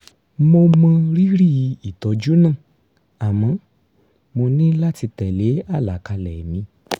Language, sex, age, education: Yoruba, male, 30-45, tertiary